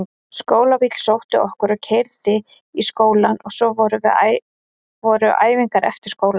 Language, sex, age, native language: Icelandic, female, 30-39, Icelandic